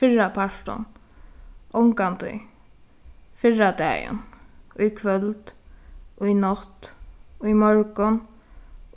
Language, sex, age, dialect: Faroese, female, 15-35, Suðuroy